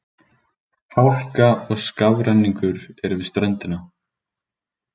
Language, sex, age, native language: Icelandic, male, 20-29, Icelandic